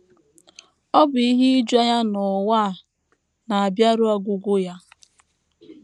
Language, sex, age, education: Igbo, female, 15-29, tertiary